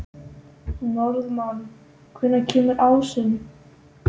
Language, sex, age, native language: Icelandic, male, 12, Icelandic